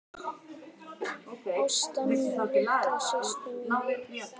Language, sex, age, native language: Icelandic, male, 10, Icelandic